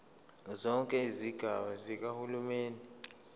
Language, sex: Zulu, male